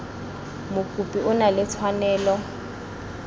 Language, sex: Tswana, female